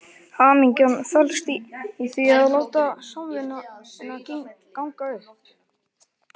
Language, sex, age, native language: Icelandic, male, 11, Icelandic